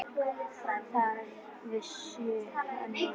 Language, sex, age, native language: Icelandic, female, 10, Icelandic